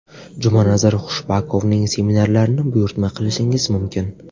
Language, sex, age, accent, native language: Uzbek, male, 18-24, Navoiy, Uzbek